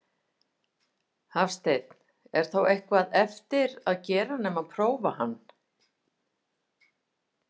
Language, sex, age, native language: Icelandic, female, 50-59, Icelandic